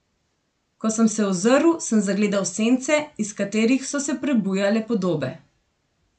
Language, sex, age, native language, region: Slovenian, female, 18-29, Slovenian, Gorenjska region